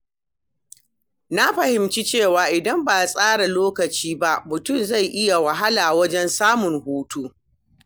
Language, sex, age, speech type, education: Hausa, female, 60+, read, primary